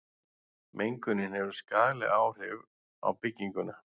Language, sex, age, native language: Icelandic, male, 40-49, Icelandic